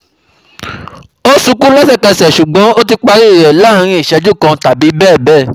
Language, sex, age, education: Yoruba, male, 15-29, tertiary